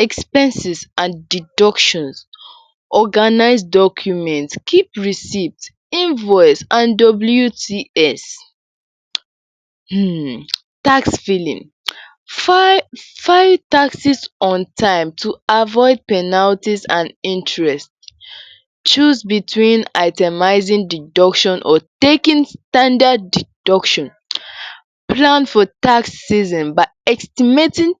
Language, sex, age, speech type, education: Nigerian Pidgin, female, 46-60, spontaneous, secondary